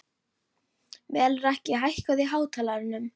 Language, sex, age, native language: Icelandic, female, 11, Icelandic